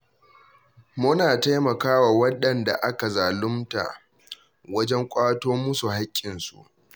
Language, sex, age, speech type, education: Hausa, male, 15-29, read, tertiary